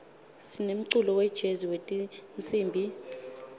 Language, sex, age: Swati, female, 25